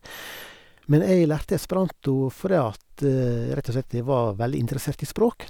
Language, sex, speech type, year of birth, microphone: Norwegian, male, spontaneous, 1970, Sennheiser